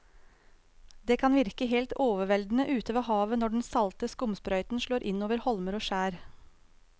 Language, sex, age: Norwegian, female, 35